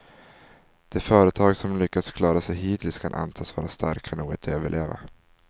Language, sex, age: Swedish, male, 19